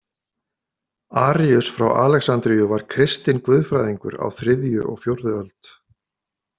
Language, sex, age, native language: Icelandic, male, 50-59, Icelandic